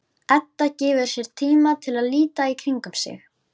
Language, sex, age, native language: Icelandic, female, 11, Icelandic